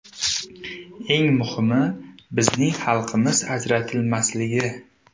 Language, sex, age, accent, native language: Uzbek, male, 18-24, Surxondaryo, Uzbek